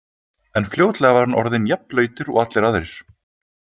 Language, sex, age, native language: Icelandic, male, 20-29, Icelandic